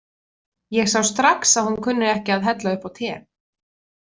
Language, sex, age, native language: Icelandic, female, 20-29, Icelandic